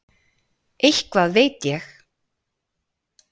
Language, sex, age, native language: Icelandic, female, 40-49, Icelandic